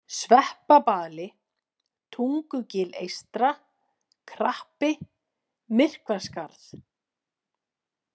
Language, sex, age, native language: Icelandic, female, 40-49, Icelandic